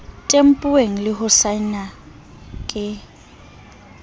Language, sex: Southern Sotho, female